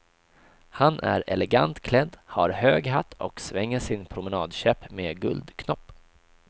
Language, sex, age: Swedish, male, 26